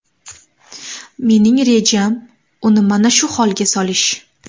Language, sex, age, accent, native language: Uzbek, female, 18-24, Namangan, Uzbek